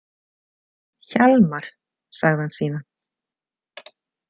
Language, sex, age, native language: Icelandic, female, 40-49, Icelandic